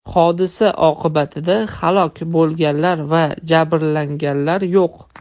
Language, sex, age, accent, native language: Uzbek, male, 18-24, Toshkent shahri, Russian